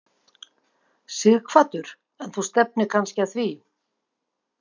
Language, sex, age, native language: Icelandic, female, 50-59, Icelandic